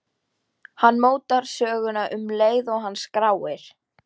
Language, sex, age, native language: Icelandic, female, 13, Icelandic